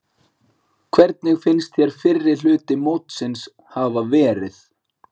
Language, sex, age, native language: Icelandic, male, 40-49, Icelandic